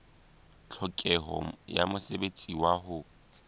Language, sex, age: Southern Sotho, male, 20